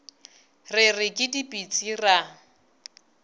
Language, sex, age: Northern Sotho, female, 22